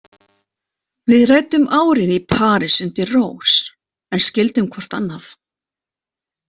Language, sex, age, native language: Icelandic, female, 40-49, Icelandic